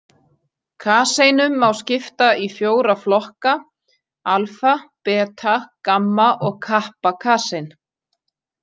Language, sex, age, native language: Icelandic, female, 40-49, Icelandic